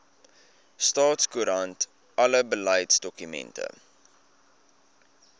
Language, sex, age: Afrikaans, male, 20